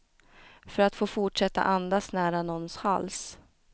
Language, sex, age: Swedish, female, 29